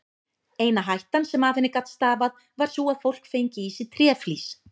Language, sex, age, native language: Icelandic, female, 20-29, Icelandic